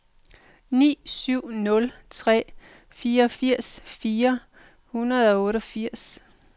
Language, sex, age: Danish, female, 45